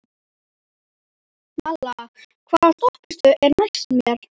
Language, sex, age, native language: Icelandic, male, 11, Icelandic